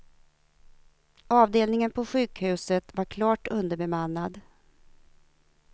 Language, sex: Swedish, female